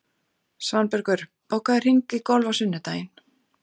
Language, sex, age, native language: Icelandic, female, 40-49, Icelandic